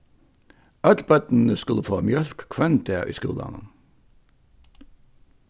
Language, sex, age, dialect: Faroese, male, 61+, Vágar